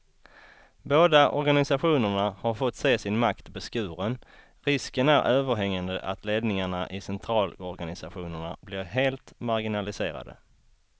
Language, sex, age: Swedish, male, 33